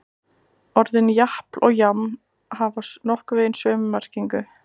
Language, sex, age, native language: Icelandic, female, 20-29, Icelandic